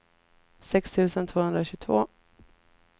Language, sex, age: Swedish, female, 33